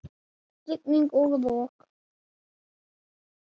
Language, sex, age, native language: Icelandic, male, 7, Icelandic